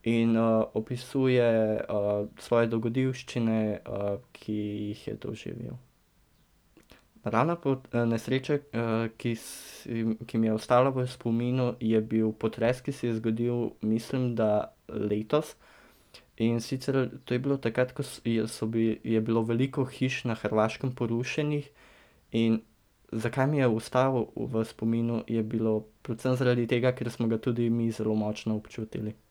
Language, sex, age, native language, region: Slovenian, male, 18-29, Slovenian, Central Slovenia